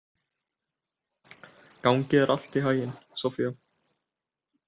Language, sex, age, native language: Icelandic, male, 18-19, Icelandic